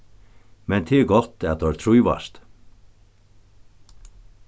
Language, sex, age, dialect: Faroese, male, 61+, Norðurstreymoy/Eysturoy